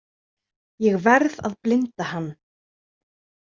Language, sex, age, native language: Icelandic, female, 30-39, Icelandic